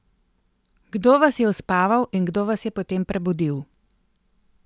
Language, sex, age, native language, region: Slovenian, female, 50-59, Slovenian, Central Slovenia